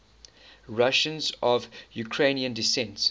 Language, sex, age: English, male, 19